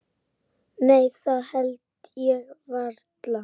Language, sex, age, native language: Icelandic, female, 8, Icelandic